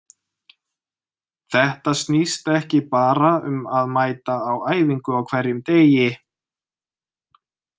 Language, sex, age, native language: Icelandic, male, 30-39, Icelandic